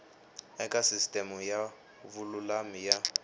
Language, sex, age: Tsonga, male, 18